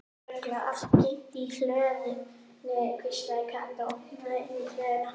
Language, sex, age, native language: Icelandic, female, 18-19, Icelandic